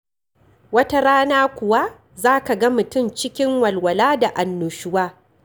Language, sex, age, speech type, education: Hausa, female, 46-60, read, tertiary